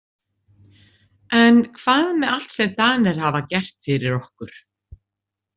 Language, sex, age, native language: Icelandic, female, 60-69, Icelandic